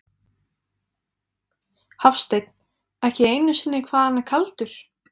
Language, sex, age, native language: Icelandic, female, 20-29, Icelandic